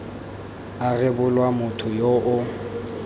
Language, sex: Tswana, male